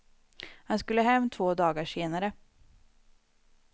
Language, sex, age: Swedish, female, 25